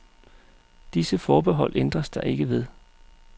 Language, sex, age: Danish, male, 35